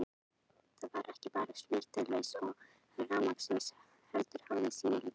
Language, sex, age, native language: Icelandic, female, 18-19, Icelandic